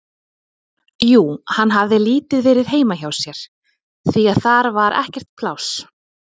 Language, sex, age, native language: Icelandic, female, 30-39, Icelandic